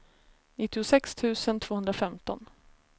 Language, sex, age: Swedish, female, 33